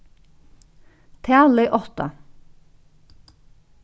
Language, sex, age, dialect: Faroese, female, 36-60, Norðuroyggjar